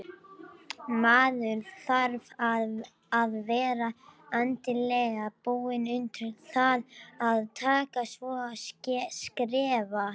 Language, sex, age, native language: Icelandic, male, 18-19, Icelandic